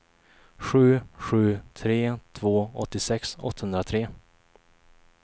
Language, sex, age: Swedish, male, 21